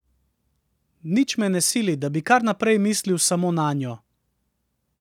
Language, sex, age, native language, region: Slovenian, male, 30-49, Slovenian, Central Slovenia